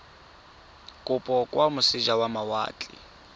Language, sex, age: Tswana, male, 23